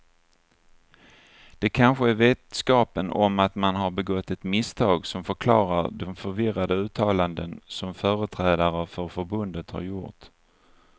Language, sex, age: Swedish, male, 49